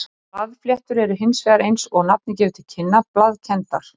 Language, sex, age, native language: Icelandic, male, 30-39, Icelandic